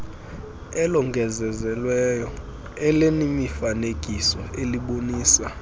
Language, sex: Xhosa, male